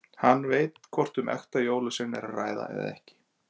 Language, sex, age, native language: Icelandic, male, 40-49, Icelandic